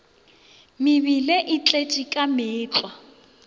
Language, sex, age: Northern Sotho, female, 24